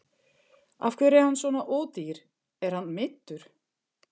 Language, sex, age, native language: Icelandic, female, 50-59, German